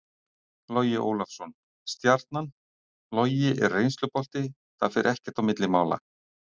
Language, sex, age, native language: Icelandic, male, 60-69, Icelandic